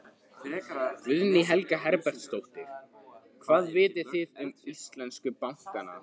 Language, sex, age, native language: Icelandic, male, 15, Icelandic